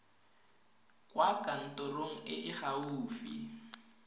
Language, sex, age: Tswana, female, 22